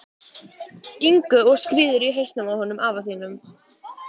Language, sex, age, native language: Icelandic, female, 12, Icelandic